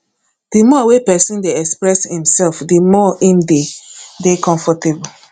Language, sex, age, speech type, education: Nigerian Pidgin, female, 30-45, spontaneous, tertiary